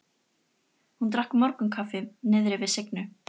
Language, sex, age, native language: Icelandic, female, 13, Icelandic